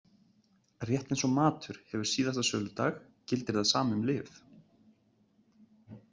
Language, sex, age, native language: Icelandic, male, 30-39, Icelandic